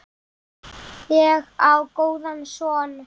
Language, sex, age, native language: Icelandic, male, 7, Icelandic